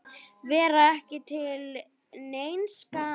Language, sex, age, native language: Icelandic, female, 9, Icelandic